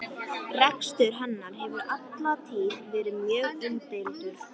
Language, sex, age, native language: Icelandic, female, 13, Icelandic